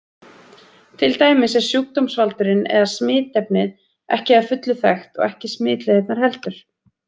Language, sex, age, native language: Icelandic, female, 30-39, Icelandic